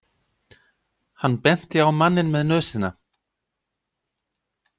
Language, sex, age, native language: Icelandic, male, 50-59, Icelandic